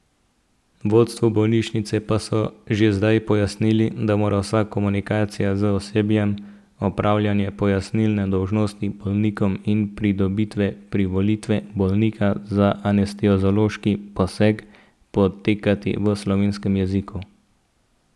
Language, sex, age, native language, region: Slovenian, male, 18-29, Slovenian, Central Slovenia